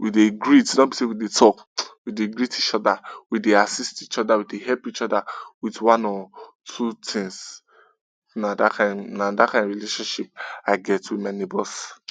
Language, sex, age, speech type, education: Nigerian Pidgin, male, 15-29, spontaneous, tertiary